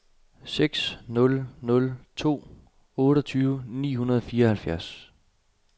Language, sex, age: Danish, male, 27